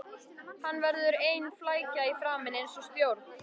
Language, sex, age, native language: Icelandic, female, 13, Icelandic